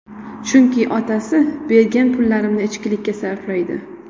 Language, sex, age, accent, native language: Uzbek, female, 18-24, Qoraqalpog'iston, Uzbek